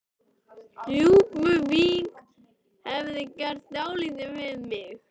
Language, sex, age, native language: Icelandic, male, 13, Icelandic